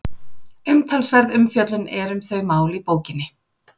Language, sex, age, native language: Icelandic, female, 40-49, Icelandic